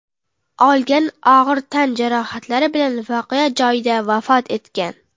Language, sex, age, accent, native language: Uzbek, female, under 19, Qoraqalpog'iston, Karakalpak